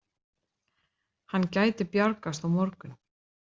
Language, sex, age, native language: Icelandic, male, 30-39, Icelandic